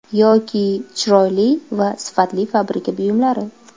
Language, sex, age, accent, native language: Uzbek, female, 25-34, Toshkent viloyati, Uzbek